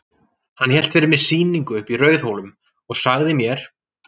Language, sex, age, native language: Icelandic, male, 40-49, Icelandic